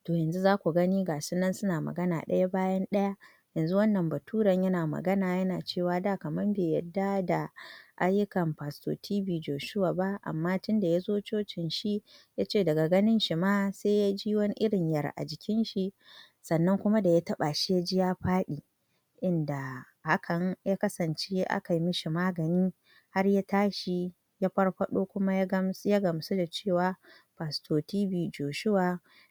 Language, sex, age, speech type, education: Hausa, female, 46-60, spontaneous, tertiary